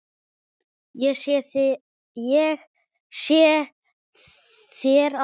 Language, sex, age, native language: Icelandic, male, 7, Icelandic